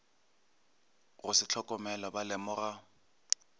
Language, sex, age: Northern Sotho, male, 23